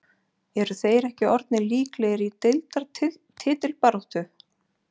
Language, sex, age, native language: Icelandic, female, 40-49, Icelandic